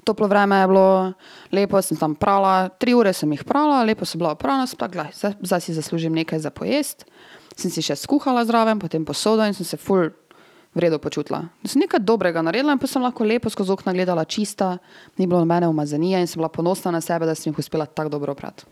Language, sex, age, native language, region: Slovenian, female, 18-29, Serbian, Drava region